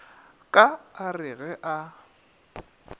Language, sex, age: Northern Sotho, male, 27